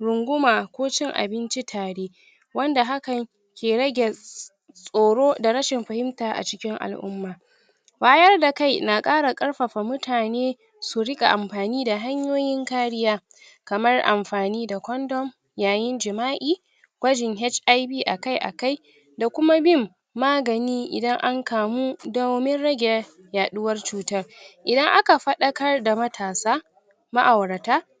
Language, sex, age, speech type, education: Hausa, female, 60+, spontaneous, tertiary